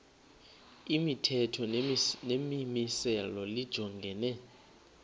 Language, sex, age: Xhosa, male, 21